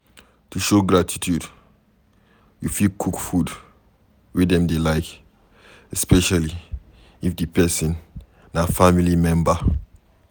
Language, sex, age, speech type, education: Nigerian Pidgin, male, 15-29, read, secondary